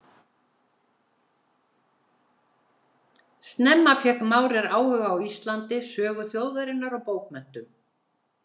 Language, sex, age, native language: Icelandic, female, 70-79, Icelandic